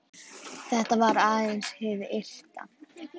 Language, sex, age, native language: Icelandic, female, 10, Icelandic